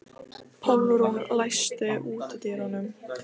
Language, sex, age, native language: Icelandic, female, 15, Lithuanian